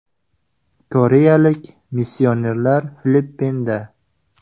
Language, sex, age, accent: Uzbek, male, 18-24, Surxondaryo